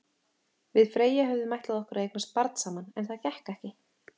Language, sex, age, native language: Icelandic, female, 30-39, Icelandic